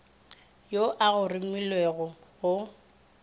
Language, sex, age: Northern Sotho, female, 23